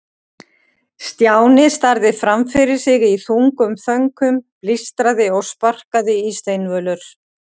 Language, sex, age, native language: Icelandic, female, 50-59, Icelandic